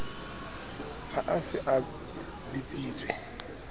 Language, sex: Southern Sotho, male